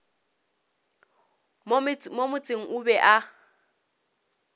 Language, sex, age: Northern Sotho, female, 26